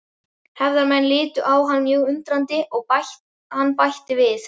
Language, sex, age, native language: Icelandic, male, 11, Icelandic